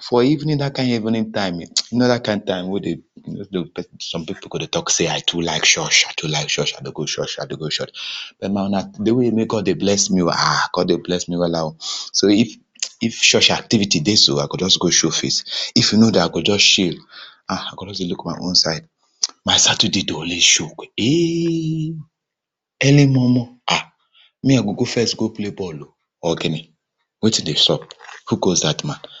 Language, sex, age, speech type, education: Nigerian Pidgin, male, 30-45, spontaneous, tertiary